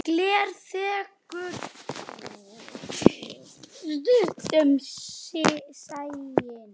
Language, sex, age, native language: Icelandic, female, 9, Icelandic